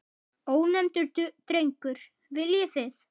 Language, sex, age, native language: Icelandic, male, 10, Icelandic